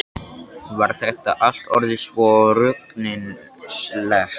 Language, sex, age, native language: Icelandic, male, 13, Icelandic